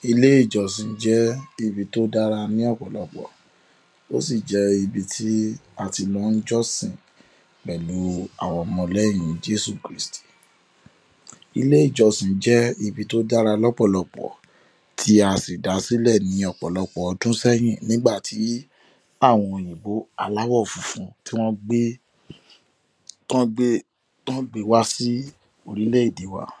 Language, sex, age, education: Yoruba, male, 15-29, tertiary